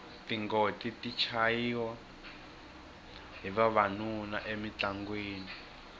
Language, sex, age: Tsonga, male, 21